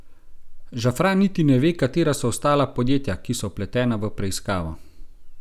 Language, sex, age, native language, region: Slovenian, male, 30-49, Slovenian, Gorenjska region